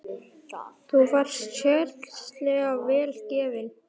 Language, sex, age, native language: Icelandic, male, 9, Icelandic